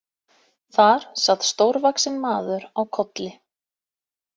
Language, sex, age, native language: Icelandic, female, 30-39, Icelandic